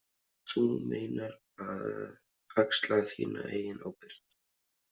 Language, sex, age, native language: Icelandic, male, 30-39, Icelandic